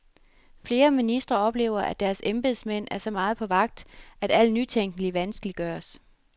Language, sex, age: Danish, female, 33